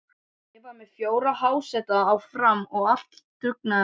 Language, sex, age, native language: Icelandic, other, 12, Icelandic